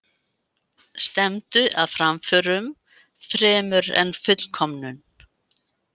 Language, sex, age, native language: Icelandic, female, 80-89, Icelandic